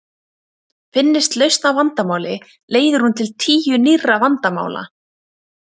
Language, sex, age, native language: Icelandic, female, 20-29, Icelandic